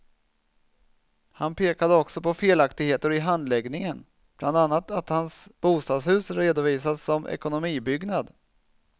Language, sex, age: Swedish, male, 27